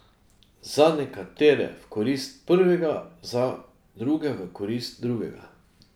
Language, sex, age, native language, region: Slovenian, male, 50-59, Slovenian, Drava region